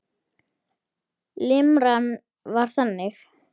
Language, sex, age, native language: Icelandic, female, 10, Icelandic